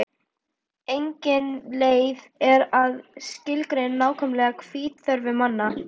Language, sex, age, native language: Icelandic, female, 12, Icelandic